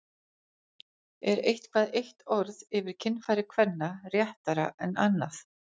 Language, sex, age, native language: Icelandic, female, 40-49, Icelandic